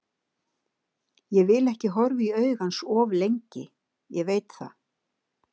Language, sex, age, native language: Icelandic, female, 60-69, Icelandic